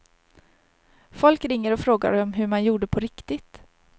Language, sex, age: Swedish, female, 30